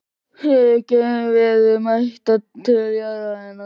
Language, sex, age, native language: Icelandic, male, 13, Icelandic